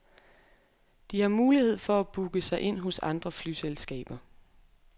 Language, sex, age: Danish, female, 23